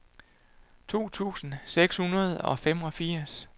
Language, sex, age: Danish, male, 48